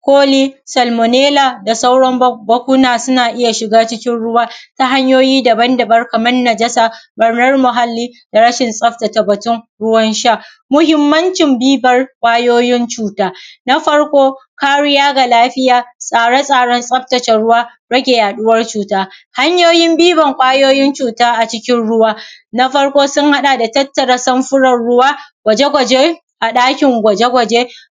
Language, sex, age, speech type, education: Hausa, female, 30-45, spontaneous, primary